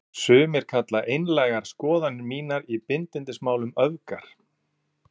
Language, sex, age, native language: Icelandic, male, 40-49, Icelandic